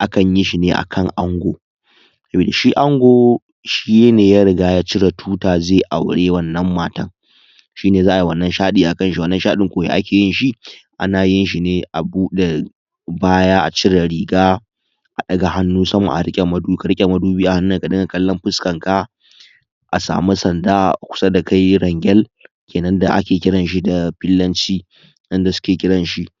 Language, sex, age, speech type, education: Hausa, male, 15-29, spontaneous, tertiary